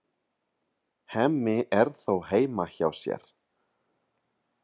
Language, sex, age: Icelandic, male, 30-39